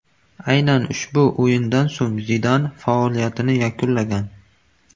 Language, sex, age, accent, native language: Uzbek, male, 18-24, Qashqadaryo, Uzbek